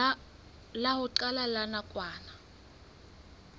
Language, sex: Southern Sotho, female